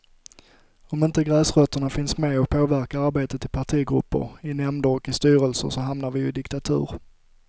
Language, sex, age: Swedish, male, 25